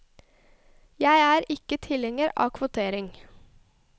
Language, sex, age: Norwegian, female, 21